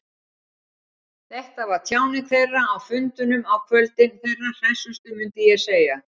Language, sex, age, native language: Icelandic, female, 60-69, Icelandic